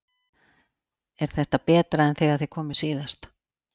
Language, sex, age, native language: Icelandic, female, 40-49, Icelandic